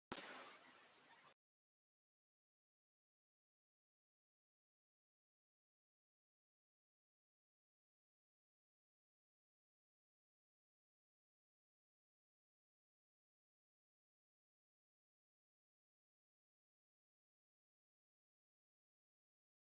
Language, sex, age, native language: Icelandic, male, 13, Icelandic